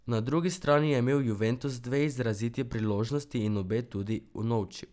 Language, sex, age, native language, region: Slovenian, male, 12-17, Slovenian, Drava region